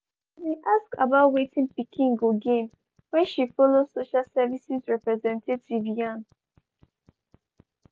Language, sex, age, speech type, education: Nigerian Pidgin, female, 15-29, spontaneous, tertiary